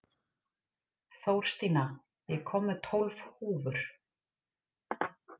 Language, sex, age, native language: Icelandic, female, 30-39, Icelandic